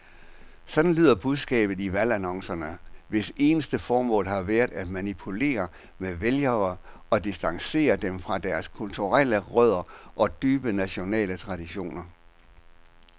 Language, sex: Danish, male